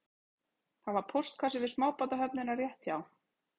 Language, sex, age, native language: Icelandic, female, 30-39, Icelandic